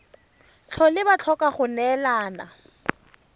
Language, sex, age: Tswana, female, 31